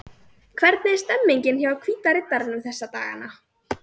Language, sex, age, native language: Icelandic, male, 40-49, Icelandic